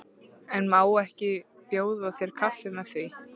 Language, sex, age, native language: Icelandic, female, 13, Icelandic